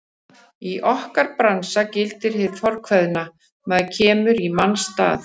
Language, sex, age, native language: Icelandic, female, 50-59, Icelandic